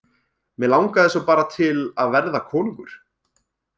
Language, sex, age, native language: Icelandic, male, 20-29, Icelandic